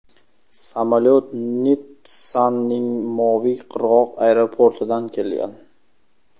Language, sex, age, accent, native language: Uzbek, male, 25-34, Sirdaryo, Uzbek